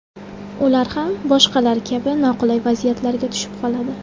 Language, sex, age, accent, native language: Uzbek, female, 19-29, Samarqand, Uzbek